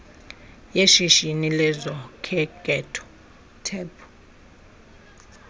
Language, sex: Xhosa, female